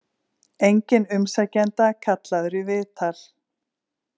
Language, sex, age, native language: Icelandic, female, 40-49, Icelandic